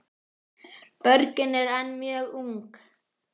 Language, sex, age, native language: Icelandic, male, 10, Icelandic